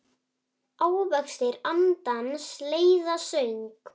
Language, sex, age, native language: Icelandic, male, 7, Icelandic